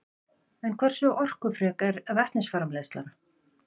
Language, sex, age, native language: Icelandic, female, 50-59, Icelandic